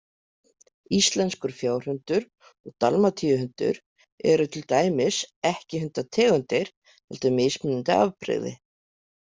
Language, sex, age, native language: Icelandic, female, 50-59, Icelandic